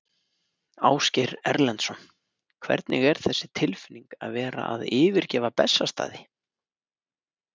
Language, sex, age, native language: Icelandic, male, 30-39, Icelandic